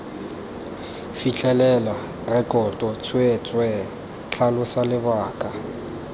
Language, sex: Tswana, male